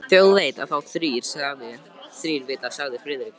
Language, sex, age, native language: Icelandic, male, 13, Icelandic